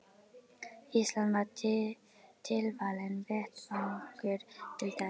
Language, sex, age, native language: Icelandic, female, 11, Icelandic